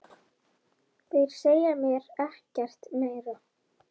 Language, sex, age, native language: Icelandic, female, 10, Icelandic